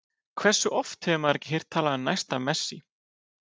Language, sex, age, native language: Icelandic, male, 30-39, Icelandic